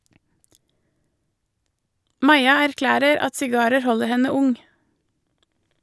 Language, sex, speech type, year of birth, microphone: Norwegian, female, read, 1983, Shure